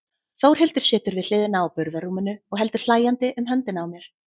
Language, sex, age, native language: Icelandic, female, 30-39, Icelandic